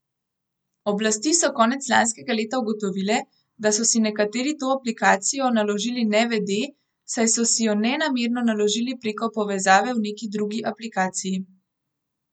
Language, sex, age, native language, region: Slovenian, female, 18-29, Slovenian, Gorenjska region